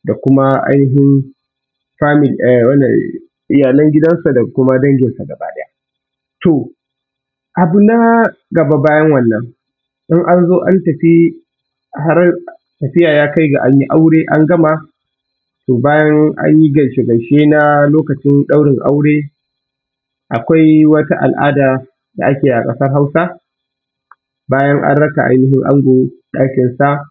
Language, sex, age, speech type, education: Hausa, male, 15-29, spontaneous, tertiary